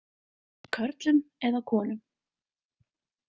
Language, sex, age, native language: Icelandic, female, 20-29, Icelandic